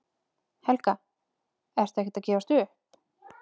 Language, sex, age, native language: Icelandic, female, 30-39, Icelandic